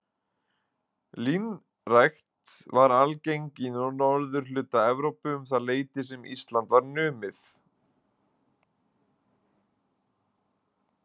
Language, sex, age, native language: Icelandic, male, 20-29, Icelandic